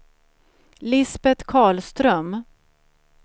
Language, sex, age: Swedish, female, 47